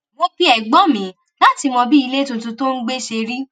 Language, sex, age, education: Yoruba, female, 30-45, tertiary